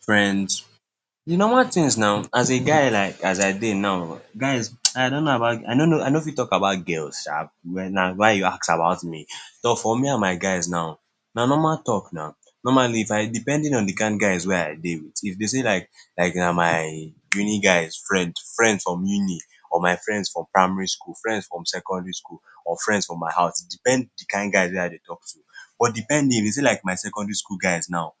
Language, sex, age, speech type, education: Nigerian Pidgin, male, 15-29, spontaneous, secondary